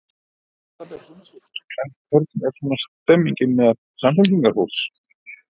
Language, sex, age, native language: Icelandic, male, 50-59, Icelandic